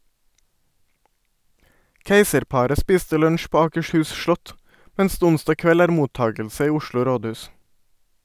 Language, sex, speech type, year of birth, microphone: Norwegian, male, read, 1989, Sennheiser